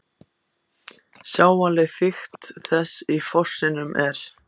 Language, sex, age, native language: Icelandic, other, 14, Icelandic